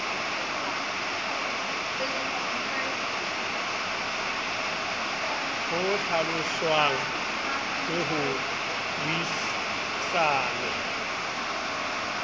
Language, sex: Southern Sotho, male